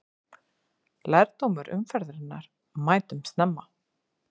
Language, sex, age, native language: Icelandic, female, 50-59, Icelandic